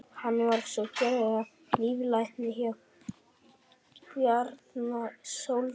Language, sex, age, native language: Icelandic, female, 18-19, Icelandic